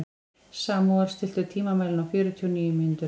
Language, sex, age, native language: Icelandic, female, 40-49, Icelandic